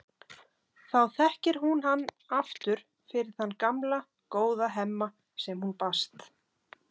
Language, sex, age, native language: Icelandic, female, 30-39, Icelandic